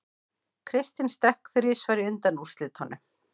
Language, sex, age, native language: Icelandic, female, 50-59, Icelandic